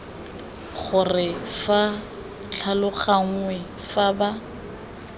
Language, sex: Tswana, female